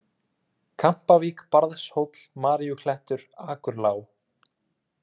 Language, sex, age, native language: Icelandic, male, 30-39, Icelandic